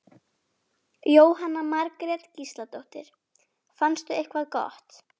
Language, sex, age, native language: Icelandic, female, 11, Icelandic